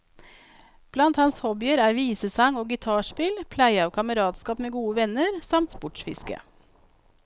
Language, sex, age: Norwegian, female, 42